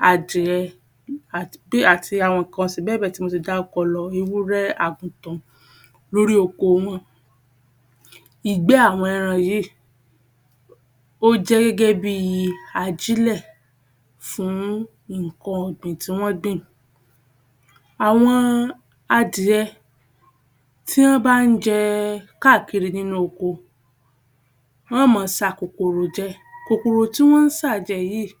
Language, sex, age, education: Yoruba, female, 15-29, tertiary